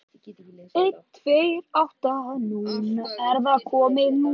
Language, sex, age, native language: Icelandic, male, 18-19, Icelandic